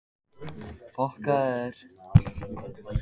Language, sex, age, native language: Icelandic, male, 18-19, Icelandic